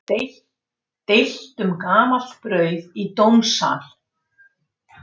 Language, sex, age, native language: Icelandic, female, 60-69, Icelandic